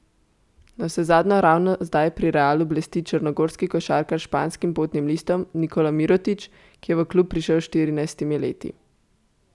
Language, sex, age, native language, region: Slovenian, female, 18-29, Slovenian, Central Slovenia